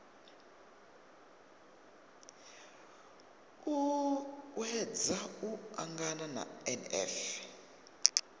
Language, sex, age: Venda, male, 22